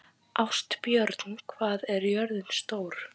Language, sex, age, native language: Icelandic, female, 18-19, Icelandic